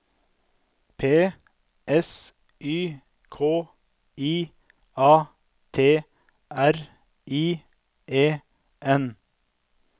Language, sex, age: Norwegian, male, 32